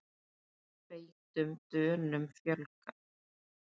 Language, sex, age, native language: Icelandic, female, 30-39, Icelandic